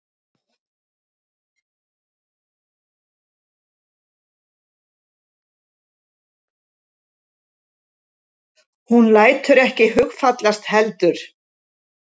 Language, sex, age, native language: Icelandic, female, 70-79, Icelandic